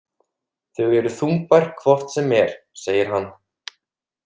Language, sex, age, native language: Icelandic, male, 30-39, Icelandic